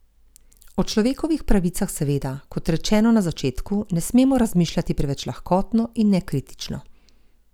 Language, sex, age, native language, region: Slovenian, female, 50-59, Slovenian, Gorenjska region